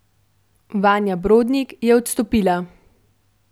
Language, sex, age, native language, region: Slovenian, female, 12-17, Slovenian, Central Slovenia